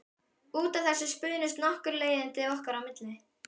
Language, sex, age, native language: Icelandic, female, 12, Icelandic